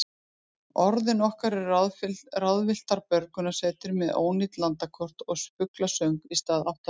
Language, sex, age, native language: Icelandic, female, 50-59, Icelandic